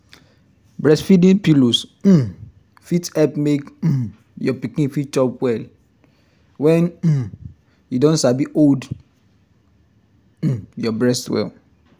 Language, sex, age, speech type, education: Nigerian Pidgin, male, 15-29, spontaneous, tertiary